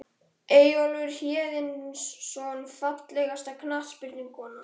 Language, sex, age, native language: Icelandic, male, 13, Icelandic